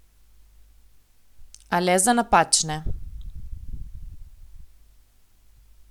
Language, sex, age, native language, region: Slovenian, female, 18-29, Slovenian, Coastal Karst region